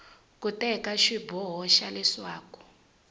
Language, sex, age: Tsonga, female, 20